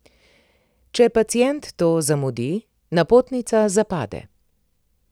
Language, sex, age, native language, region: Slovenian, female, 30-49, Slovenian, Primorsko-notranjska region